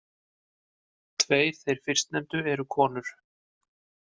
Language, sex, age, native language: Icelandic, male, 50-59, Icelandic